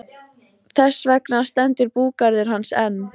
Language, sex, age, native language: Icelandic, female, 14, Icelandic